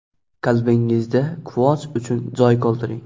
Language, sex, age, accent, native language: Uzbek, male, 12-17, Xorazm, Uzbek